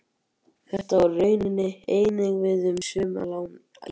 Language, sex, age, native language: Icelandic, male, 18-19, Icelandic